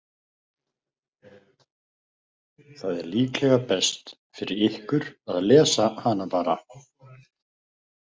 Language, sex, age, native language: Icelandic, male, 50-59, Icelandic